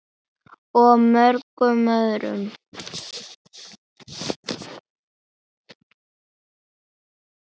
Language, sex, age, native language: Icelandic, female, 10, Icelandic